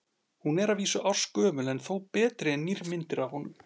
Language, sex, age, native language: Icelandic, male, 40-49, Icelandic